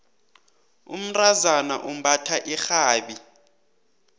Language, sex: South Ndebele, male